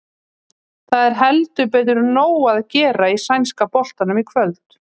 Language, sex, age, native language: Icelandic, female, 30-39, Icelandic